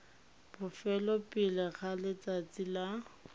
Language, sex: Tswana, female